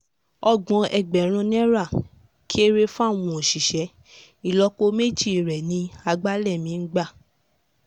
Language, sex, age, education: Yoruba, female, 15-29, tertiary